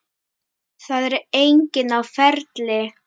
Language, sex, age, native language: Icelandic, female, 10, Icelandic